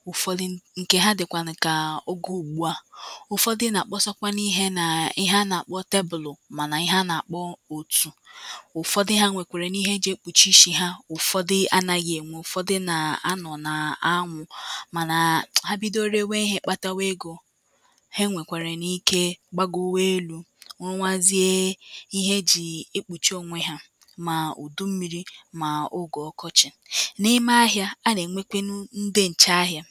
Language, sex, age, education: Igbo, female, 15-29, tertiary